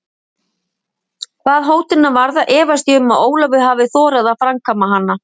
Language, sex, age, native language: Icelandic, female, 50-59, Icelandic